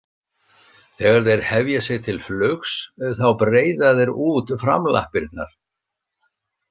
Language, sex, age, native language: Icelandic, male, 60-69, Icelandic